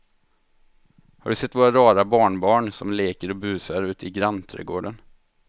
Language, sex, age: Swedish, male, 23